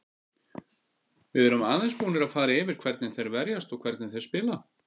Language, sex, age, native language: Icelandic, male, 50-59, Icelandic